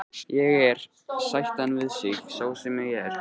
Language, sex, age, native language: Icelandic, male, 14, Icelandic